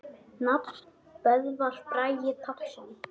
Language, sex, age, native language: Icelandic, male, 9, Icelandic